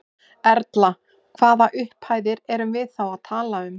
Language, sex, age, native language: Icelandic, male, 11, Icelandic